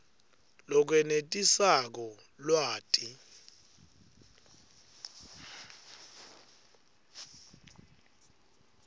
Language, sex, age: Swati, male, 21